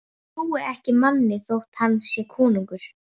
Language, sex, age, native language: Icelandic, female, 11, Icelandic